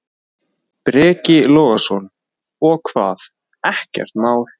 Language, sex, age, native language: Icelandic, male, 20-29, Icelandic